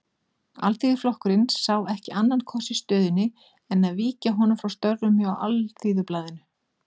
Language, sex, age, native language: Icelandic, female, 40-49, Icelandic